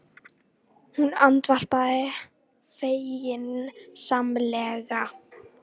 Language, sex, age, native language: Icelandic, female, 18-19, Icelandic